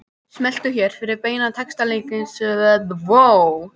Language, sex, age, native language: Icelandic, female, 18-19, Icelandic